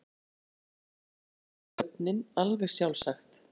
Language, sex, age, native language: Icelandic, female, 40-49, Icelandic